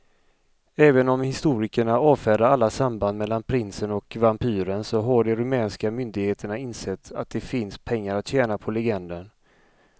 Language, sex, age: Swedish, male, 35